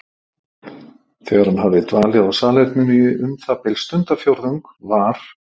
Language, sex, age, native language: Icelandic, male, 50-59, Icelandic